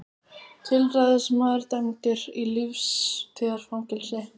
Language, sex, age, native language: Icelandic, female, 18-19, Icelandic